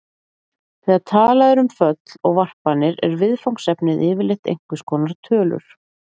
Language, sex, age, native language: Icelandic, female, 40-49, Icelandic